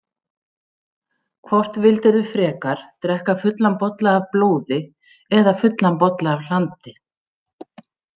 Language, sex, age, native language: Icelandic, female, 60-69, Icelandic